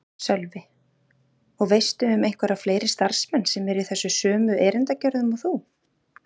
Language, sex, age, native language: Icelandic, female, 30-39, Icelandic